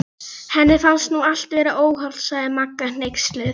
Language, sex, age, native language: Icelandic, female, 11, Polish